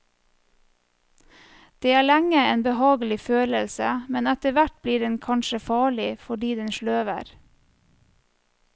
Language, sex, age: Norwegian, female, 34